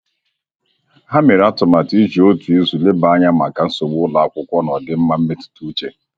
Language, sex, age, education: Igbo, male, 30-45, tertiary